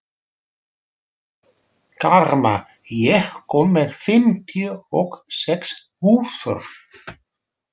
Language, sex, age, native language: Icelandic, male, 40-49, Dutch